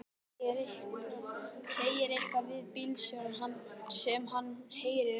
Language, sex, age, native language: Icelandic, male, 12, Icelandic